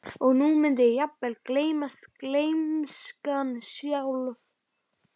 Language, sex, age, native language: Icelandic, male, 12, Icelandic